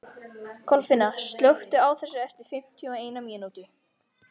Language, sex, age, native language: Icelandic, female, 13, Icelandic